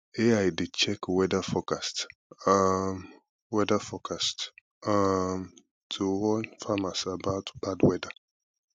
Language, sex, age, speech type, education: Nigerian Pidgin, male, 15-29, spontaneous, tertiary